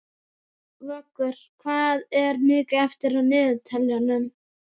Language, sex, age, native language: Icelandic, male, 12, Icelandic